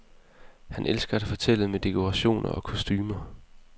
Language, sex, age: Danish, male, 20